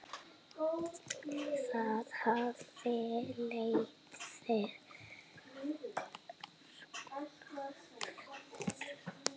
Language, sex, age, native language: Icelandic, female, 6, Icelandic